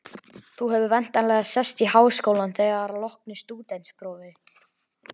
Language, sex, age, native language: Icelandic, male, 11, Icelandic